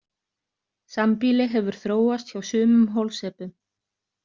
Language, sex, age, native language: Icelandic, other, 30-39, Icelandic